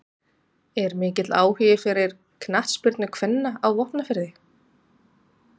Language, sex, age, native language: Icelandic, female, 30-39, Icelandic